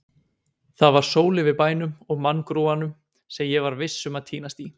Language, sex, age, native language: Icelandic, male, 20-29, Icelandic